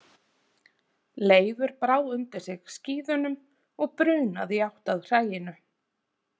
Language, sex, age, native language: Icelandic, female, 30-39, Icelandic